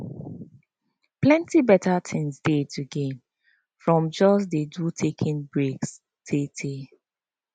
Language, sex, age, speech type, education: Nigerian Pidgin, female, 15-29, spontaneous, tertiary